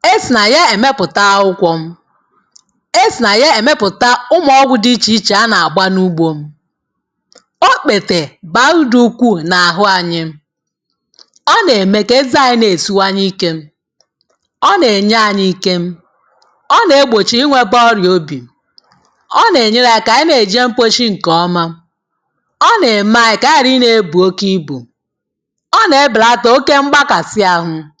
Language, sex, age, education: Igbo, female, 30-45, tertiary